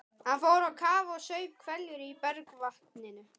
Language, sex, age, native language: Icelandic, male, 12, Icelandic